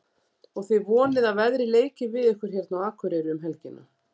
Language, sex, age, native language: Icelandic, female, 40-49, Icelandic